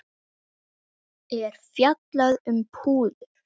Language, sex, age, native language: Icelandic, male, 8, Icelandic